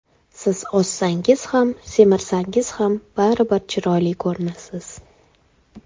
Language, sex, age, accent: Uzbek, female, 18-24, Qoraqalpog'iston